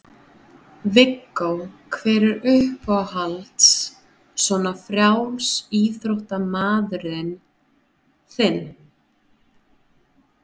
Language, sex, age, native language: Icelandic, female, 30-39, Icelandic